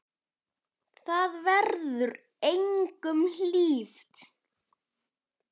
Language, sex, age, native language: Icelandic, male, 10, Icelandic